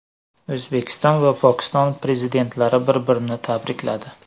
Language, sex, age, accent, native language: Uzbek, male, 18-24, Surxondaryo, Uzbek